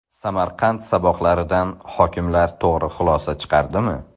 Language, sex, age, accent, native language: Uzbek, male, 18-24, Samarqand, Uzbek